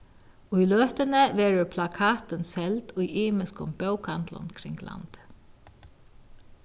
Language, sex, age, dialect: Faroese, female, 36-60, Vágar